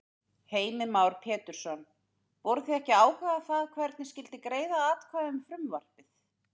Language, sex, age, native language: Icelandic, female, 30-39, Icelandic